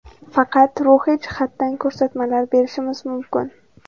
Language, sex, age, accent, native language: Uzbek, female, 18-24, Samarqand, Uzbek